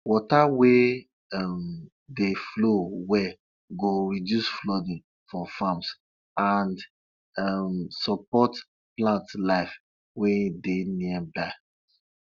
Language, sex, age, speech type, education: Nigerian Pidgin, female, 30-45, spontaneous, tertiary